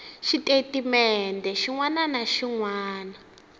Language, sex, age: Tsonga, female, 19